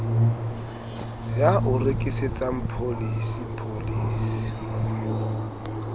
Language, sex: Southern Sotho, male